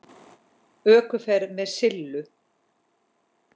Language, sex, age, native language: Icelandic, female, 10, Icelandic